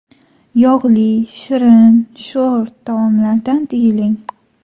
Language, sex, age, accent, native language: Uzbek, female, 18-24, Toshkent viloyati, Uzbek